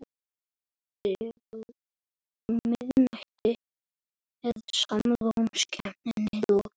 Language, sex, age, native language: Icelandic, male, 7, Icelandic